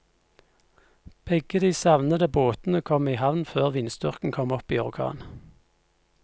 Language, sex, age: Norwegian, male, 50